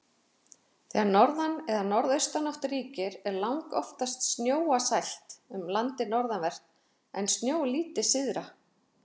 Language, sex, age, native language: Icelandic, female, 40-49, Icelandic